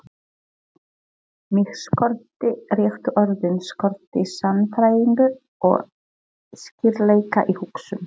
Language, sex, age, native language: Icelandic, female, 40-49, Polish